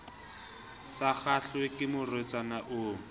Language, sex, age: Southern Sotho, male, 20